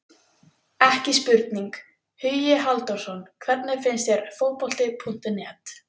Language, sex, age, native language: Icelandic, female, 18-19, Icelandic